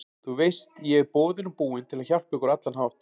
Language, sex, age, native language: Icelandic, male, 40-49, Icelandic